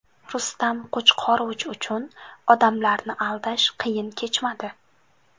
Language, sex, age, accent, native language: Uzbek, female, 18-24, Jizzax, Uzbek